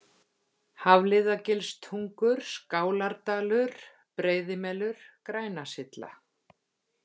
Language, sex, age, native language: Icelandic, female, 50-59, Icelandic